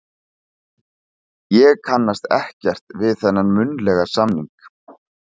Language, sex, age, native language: Icelandic, male, 40-49, Icelandic